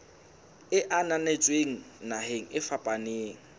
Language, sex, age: Southern Sotho, male, 22